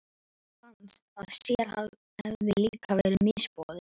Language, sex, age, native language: Icelandic, male, 11, Icelandic